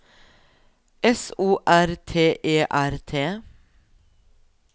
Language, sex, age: Norwegian, female, 42